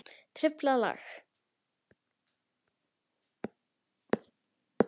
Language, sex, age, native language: Icelandic, female, 10, Icelandic